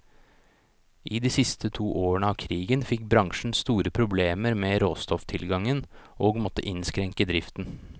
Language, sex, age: Norwegian, male, 29